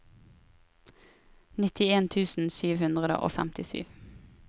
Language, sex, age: Norwegian, female, 23